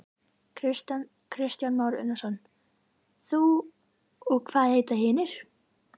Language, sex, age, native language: Icelandic, female, 11, Icelandic